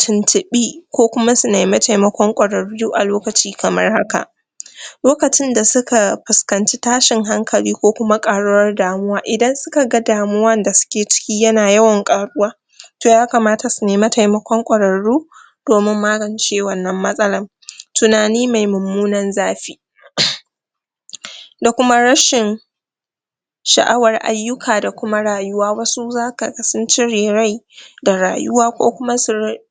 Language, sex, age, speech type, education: Hausa, female, 46-60, spontaneous, tertiary